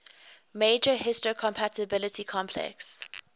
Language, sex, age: English, female, 21